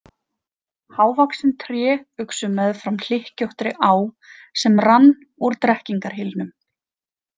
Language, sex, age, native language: Icelandic, female, 30-39, Icelandic